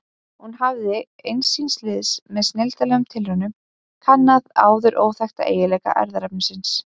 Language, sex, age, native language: Icelandic, female, 20-29, Icelandic